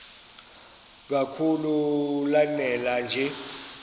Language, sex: Xhosa, male